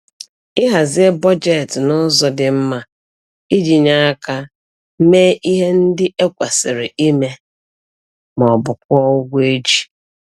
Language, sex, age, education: Igbo, female, 46-60, tertiary